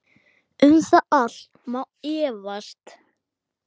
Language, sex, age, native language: Icelandic, male, 8, Icelandic